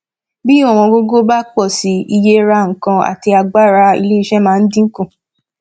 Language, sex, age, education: Yoruba, female, 15-29, tertiary